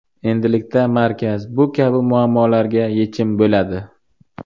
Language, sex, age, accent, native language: Uzbek, male, 25-34, Buxoro, Uzbek